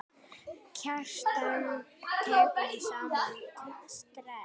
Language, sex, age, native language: Icelandic, female, 9, Icelandic